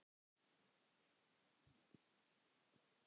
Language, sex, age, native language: Icelandic, male, 10, Icelandic